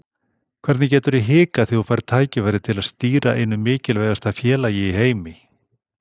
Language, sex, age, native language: Icelandic, male, 60-69, Icelandic